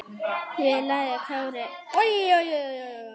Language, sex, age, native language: Icelandic, female, 9, Icelandic